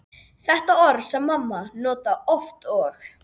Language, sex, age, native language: Icelandic, female, 12, Icelandic